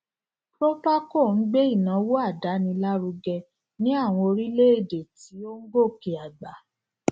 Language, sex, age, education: Yoruba, female, 46-60, tertiary